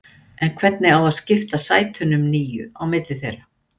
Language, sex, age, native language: Icelandic, female, 60-69, Icelandic